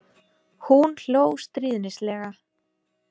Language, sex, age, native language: Icelandic, female, 20-29, Icelandic